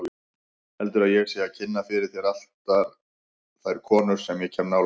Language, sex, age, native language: Icelandic, male, 50-59, Icelandic